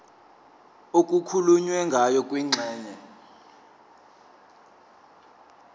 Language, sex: Zulu, male